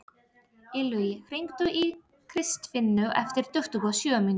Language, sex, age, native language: Icelandic, female, 30-39, Polish